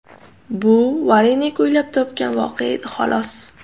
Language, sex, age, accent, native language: Uzbek, female, under 19, Toshkent shahri, Uzbek